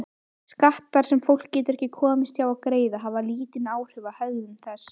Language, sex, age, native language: Icelandic, female, 18-19, Icelandic